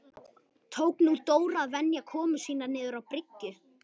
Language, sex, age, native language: Icelandic, male, 11, Icelandic